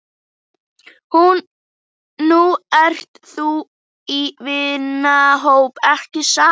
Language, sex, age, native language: Icelandic, female, 11, Icelandic